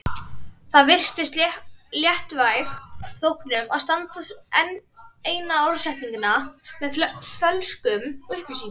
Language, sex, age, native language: Icelandic, female, 30-39, Icelandic